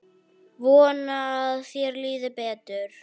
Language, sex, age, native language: Icelandic, female, 9, Icelandic